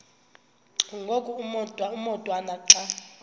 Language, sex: Xhosa, female